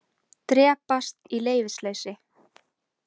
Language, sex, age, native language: Icelandic, female, 18-19, Icelandic